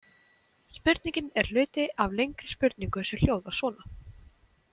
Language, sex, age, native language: Icelandic, female, 20-29, Icelandic